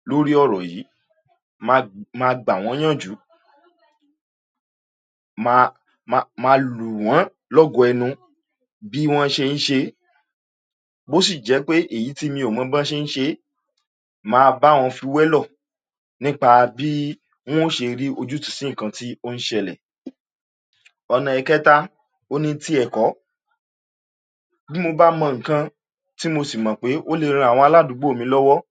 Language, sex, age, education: Yoruba, male, 46-60, tertiary